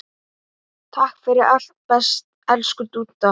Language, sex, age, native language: Icelandic, male, 8, Icelandic